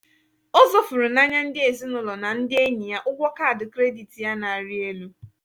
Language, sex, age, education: Igbo, female, 15-29, tertiary